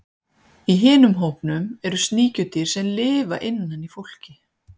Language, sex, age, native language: Icelandic, female, 50-59, Icelandic